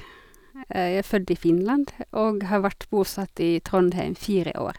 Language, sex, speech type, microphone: Norwegian, female, spontaneous, Sennheiser